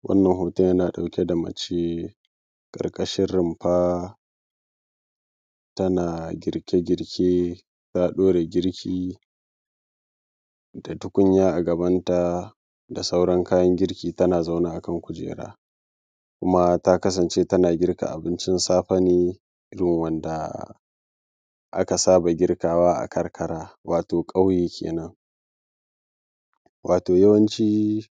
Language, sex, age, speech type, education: Hausa, male, 15-29, spontaneous, primary